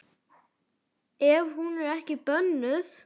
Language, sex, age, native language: Icelandic, male, 9, Icelandic